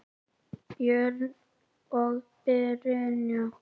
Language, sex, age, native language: Icelandic, male, 10, Icelandic